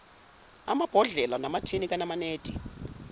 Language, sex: Zulu, female